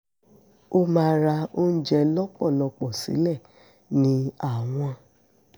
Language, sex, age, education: Yoruba, female, 46-60, secondary